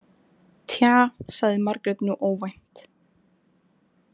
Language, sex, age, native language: Icelandic, female, 20-29, Icelandic